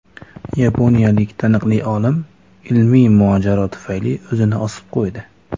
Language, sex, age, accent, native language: Uzbek, male, 19-29, Andijon, Uzbek